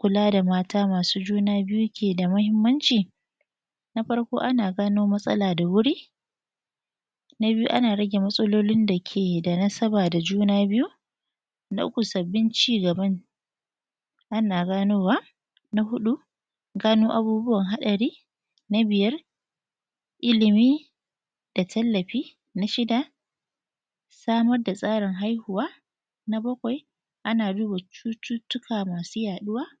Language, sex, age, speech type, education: Hausa, female, 30-45, spontaneous, tertiary